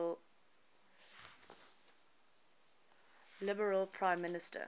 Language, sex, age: English, female, 20